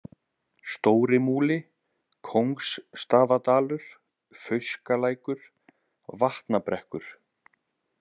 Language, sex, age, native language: Icelandic, male, 30-39, Icelandic